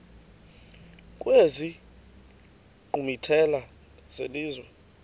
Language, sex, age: Xhosa, female, 28